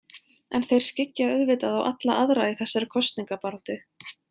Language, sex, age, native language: Icelandic, female, 20-29, Icelandic